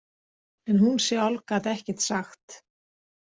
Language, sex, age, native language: Icelandic, female, 60-69, Icelandic